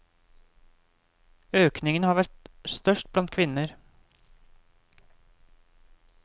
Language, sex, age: Norwegian, male, 28